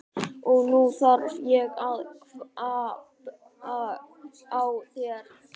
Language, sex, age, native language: Icelandic, male, 12, Icelandic